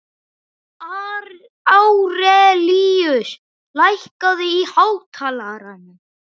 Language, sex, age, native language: Icelandic, male, 11, Icelandic